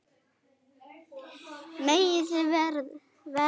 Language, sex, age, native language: Icelandic, female, 9, Icelandic